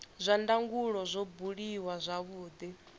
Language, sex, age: Venda, female, 22